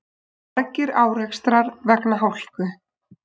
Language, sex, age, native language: Icelandic, female, 20-29, Icelandic